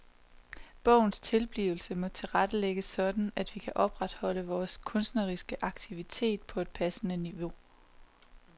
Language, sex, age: Danish, female, 27